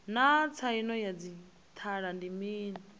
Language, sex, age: Venda, female, 20